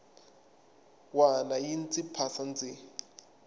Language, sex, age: Tsonga, male, 24